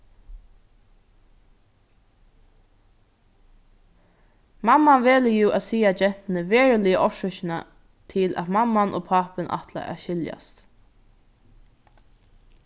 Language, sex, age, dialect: Faroese, female, 15-35, Norðurstreymoy/Eysturoy